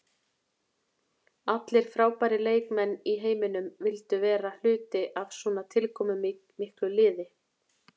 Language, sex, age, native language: Icelandic, female, 40-49, Icelandic